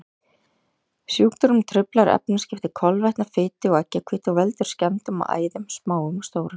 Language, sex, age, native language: Icelandic, female, 40-49, Icelandic